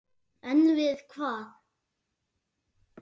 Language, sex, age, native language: Icelandic, male, 8, Icelandic